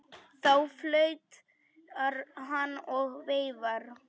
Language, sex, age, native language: Icelandic, female, 10, Polish